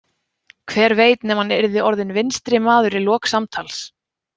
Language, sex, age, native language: Icelandic, female, 20-29, Icelandic